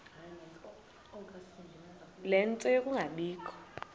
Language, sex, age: Xhosa, female, 20